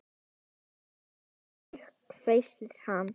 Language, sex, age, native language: Icelandic, female, 10, Icelandic